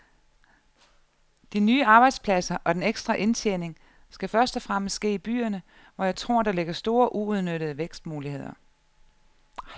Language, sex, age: Danish, female, 34